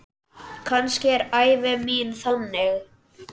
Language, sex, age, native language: Icelandic, male, 10, Icelandic